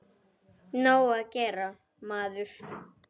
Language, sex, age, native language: Icelandic, female, 10, Icelandic